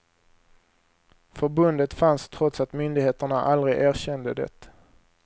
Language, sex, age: Swedish, male, 23